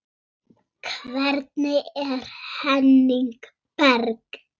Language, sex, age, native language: Icelandic, female, 6, Icelandic